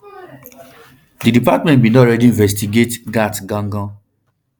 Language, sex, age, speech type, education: Nigerian Pidgin, male, 15-29, spontaneous, tertiary